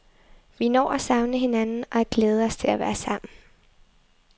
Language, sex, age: Danish, female, 23